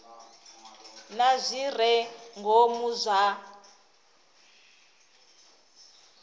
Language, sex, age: Venda, female, 26